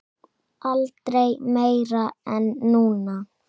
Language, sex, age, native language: Icelandic, male, 7, Icelandic